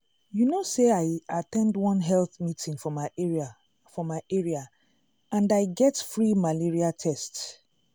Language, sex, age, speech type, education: Nigerian Pidgin, female, 30-45, spontaneous, tertiary